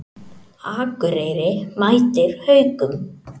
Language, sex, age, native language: Icelandic, male, 18-19, Icelandic